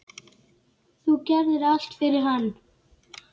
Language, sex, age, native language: Icelandic, male, 10, Icelandic